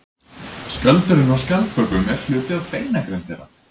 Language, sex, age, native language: Icelandic, male, 20-29, Icelandic